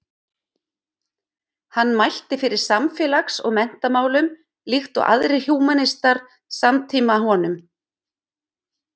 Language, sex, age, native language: Icelandic, female, 50-59, Icelandic